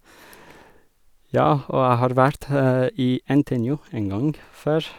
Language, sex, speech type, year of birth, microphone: Norwegian, male, spontaneous, 1981, Sennheiser